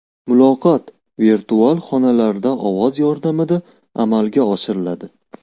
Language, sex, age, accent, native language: Uzbek, male, 18-24, Farg'ona, Uzbek